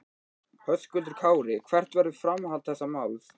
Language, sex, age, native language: Icelandic, male, 13, Icelandic